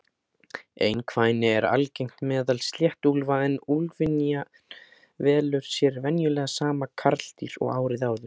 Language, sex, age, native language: Icelandic, male, 18-19, Icelandic